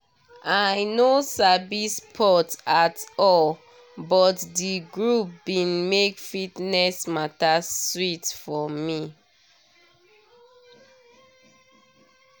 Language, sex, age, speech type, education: Nigerian Pidgin, female, 30-45, spontaneous, tertiary